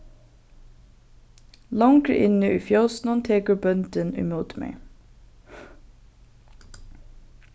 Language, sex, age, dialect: Faroese, female, 15-35, Norðurstreymoy/Eysturoy